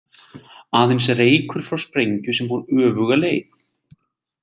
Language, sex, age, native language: Icelandic, male, 20-29, Icelandic